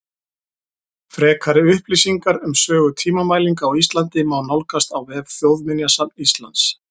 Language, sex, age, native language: Icelandic, male, 40-49, Icelandic